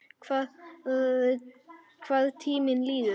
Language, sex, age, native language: Icelandic, male, 9, Icelandic